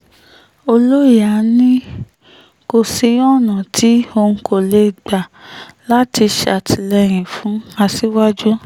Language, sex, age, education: Yoruba, female, 30-45, tertiary